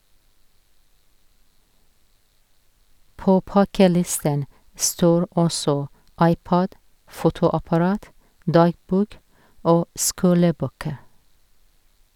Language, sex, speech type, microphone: Norwegian, female, read, Sennheiser